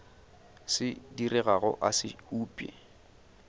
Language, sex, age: Northern Sotho, male, 29